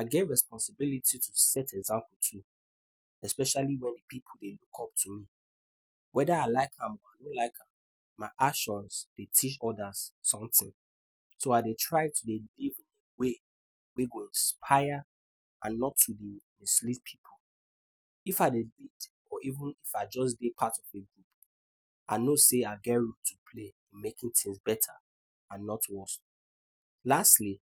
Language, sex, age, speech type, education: Nigerian Pidgin, male, 15-29, spontaneous, tertiary